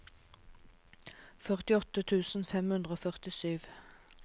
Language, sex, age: Norwegian, female, 36